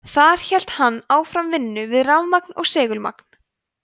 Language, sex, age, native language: Icelandic, female, 20-29, Icelandic